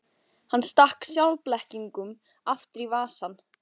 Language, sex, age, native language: Icelandic, female, 14, Icelandic